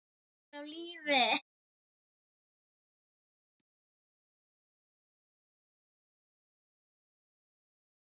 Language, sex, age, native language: Icelandic, female, 11, Icelandic